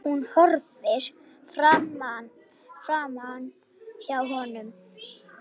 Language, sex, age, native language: Icelandic, male, 8, Icelandic